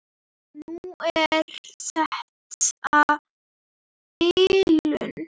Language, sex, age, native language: Icelandic, female, 7, Icelandic